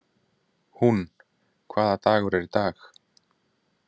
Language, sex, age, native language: Icelandic, male, 40-49, Icelandic